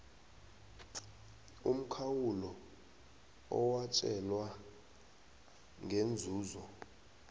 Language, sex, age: South Ndebele, male, 19